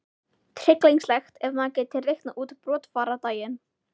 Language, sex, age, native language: Icelandic, female, 11, Icelandic